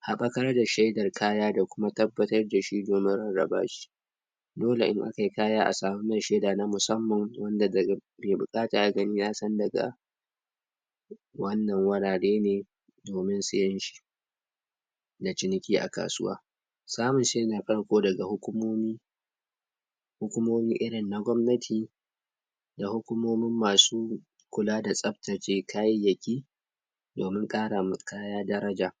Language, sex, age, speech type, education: Hausa, male, 46-60, spontaneous, tertiary